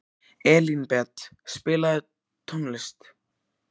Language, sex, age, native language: Icelandic, male, 14, Icelandic